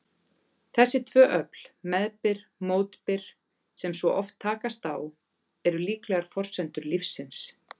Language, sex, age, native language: Icelandic, female, 40-49, Icelandic